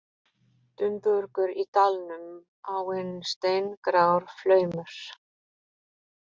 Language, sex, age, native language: Icelandic, female, 40-49, Polish